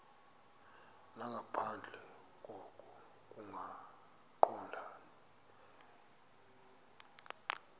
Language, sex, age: Xhosa, male, 23